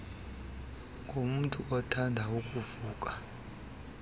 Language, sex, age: Xhosa, male, 26